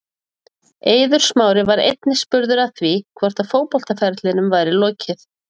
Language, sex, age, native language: Icelandic, female, 40-49, Icelandic